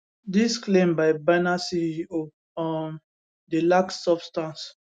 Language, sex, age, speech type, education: Nigerian Pidgin, male, 15-29, spontaneous, tertiary